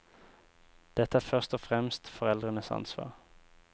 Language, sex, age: Norwegian, male, 24